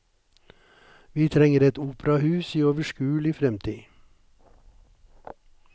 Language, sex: Norwegian, male